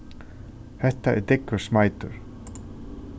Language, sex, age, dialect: Faroese, male, 36-60, Suðurstreymoy